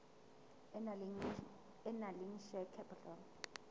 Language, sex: Southern Sotho, female